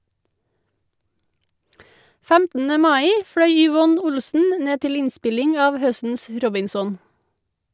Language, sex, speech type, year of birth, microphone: Norwegian, female, read, 1984, Shure